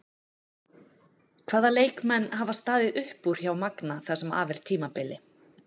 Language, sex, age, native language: Icelandic, female, 40-49, Icelandic